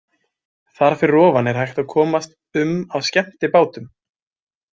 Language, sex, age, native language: Icelandic, male, 20-29, Icelandic